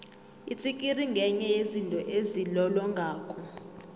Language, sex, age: South Ndebele, female, 25